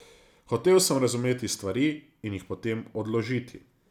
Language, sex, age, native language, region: Slovenian, male, 30-49, Slovenian, Zasavska region